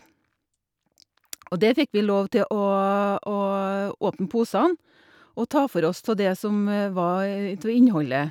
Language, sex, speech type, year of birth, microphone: Norwegian, female, spontaneous, 1962, Shure